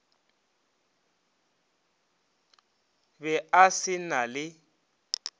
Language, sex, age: Northern Sotho, male, 30